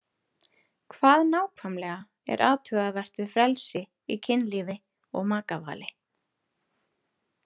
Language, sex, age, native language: Icelandic, female, 30-39, Icelandic